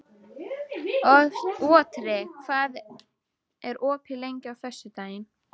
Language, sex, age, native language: Icelandic, female, 12, Icelandic